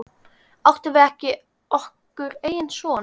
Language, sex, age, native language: Icelandic, male, 10, Icelandic